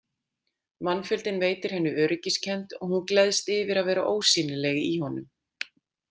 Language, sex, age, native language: Icelandic, female, 40-49, Icelandic